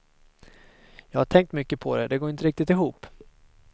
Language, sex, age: Swedish, male, 22